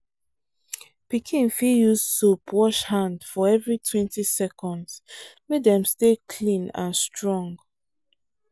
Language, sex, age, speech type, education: Nigerian Pidgin, female, 15-29, spontaneous, tertiary